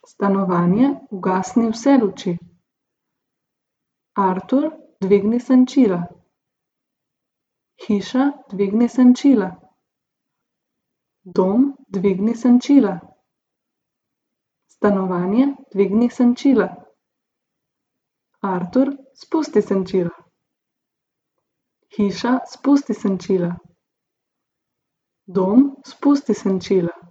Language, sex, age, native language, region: Slovenian, female, 18-29, Slovenian, Gorica region